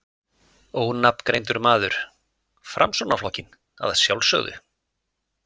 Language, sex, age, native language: Icelandic, male, 50-59, Icelandic